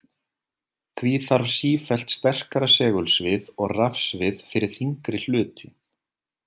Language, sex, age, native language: Icelandic, male, 40-49, Icelandic